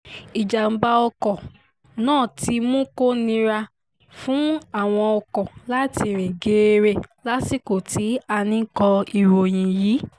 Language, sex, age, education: Yoruba, female, 15-29, tertiary